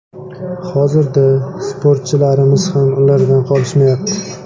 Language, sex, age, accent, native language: Uzbek, male, 25-34, Samarqand, Uzbek